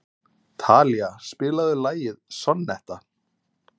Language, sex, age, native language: Icelandic, male, 30-39, Icelandic